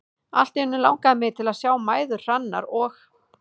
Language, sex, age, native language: Icelandic, female, 30-39, Icelandic